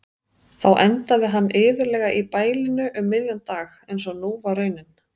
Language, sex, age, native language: Icelandic, female, 30-39, Icelandic